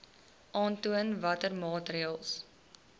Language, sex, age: Afrikaans, female, 20